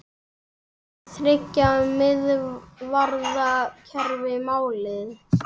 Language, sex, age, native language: Icelandic, male, 8, Icelandic